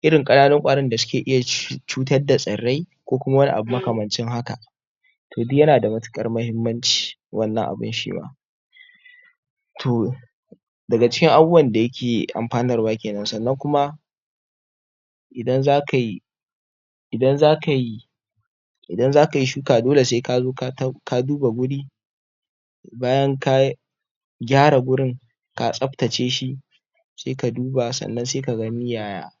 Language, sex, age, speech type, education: Hausa, male, 46-60, spontaneous, tertiary